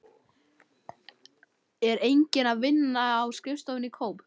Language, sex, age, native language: Icelandic, male, 11, Icelandic